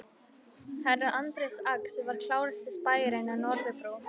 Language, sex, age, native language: Icelandic, female, 11, Icelandic